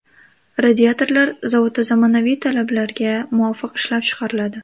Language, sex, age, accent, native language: Uzbek, female, 18-24, Andijon, Uzbek